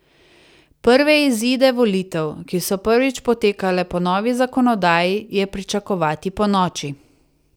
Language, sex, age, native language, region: Slovenian, female, 30-49, Slovenian, Savinja region